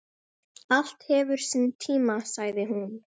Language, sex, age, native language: Icelandic, female, 13, Icelandic